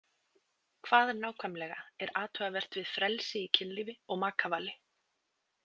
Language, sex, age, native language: Icelandic, female, 20-29, Icelandic